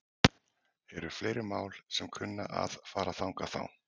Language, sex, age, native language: Icelandic, male, 40-49, Icelandic